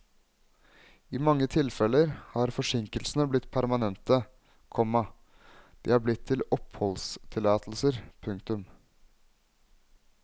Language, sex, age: Norwegian, male, 21